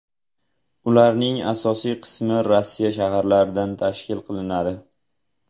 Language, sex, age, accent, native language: Uzbek, male, 18-24, Jizzax, Uzbek